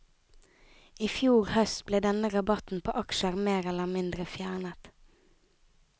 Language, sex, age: Norwegian, female, 19